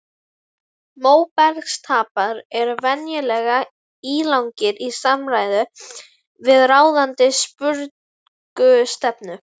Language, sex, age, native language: Icelandic, female, 11, Icelandic